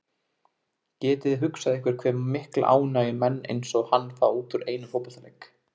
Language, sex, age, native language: Icelandic, male, 20-29, Icelandic